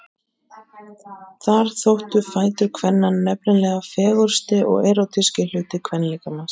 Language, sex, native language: Icelandic, male, Icelandic